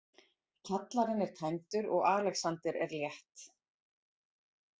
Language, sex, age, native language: Icelandic, female, 40-49, Icelandic